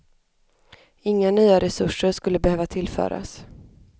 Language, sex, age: Swedish, male, 25